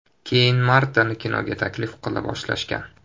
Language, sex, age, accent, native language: Uzbek, male, 18-24, Toshkent shahri, Uzbek